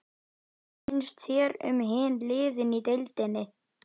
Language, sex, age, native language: Icelandic, male, 11, Icelandic